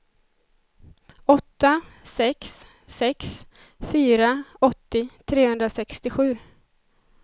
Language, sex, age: Swedish, female, 20